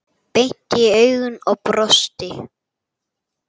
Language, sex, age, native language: Icelandic, male, 8, Icelandic